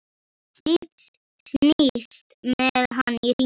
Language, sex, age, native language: Icelandic, female, 10, Icelandic